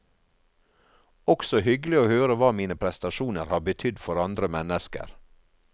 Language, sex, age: Norwegian, male, 48